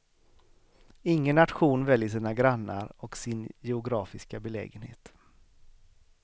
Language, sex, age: Swedish, male, 38